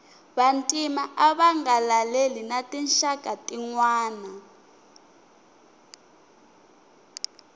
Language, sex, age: Tsonga, female, 19